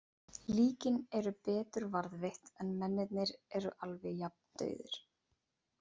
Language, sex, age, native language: Icelandic, female, 30-39, Icelandic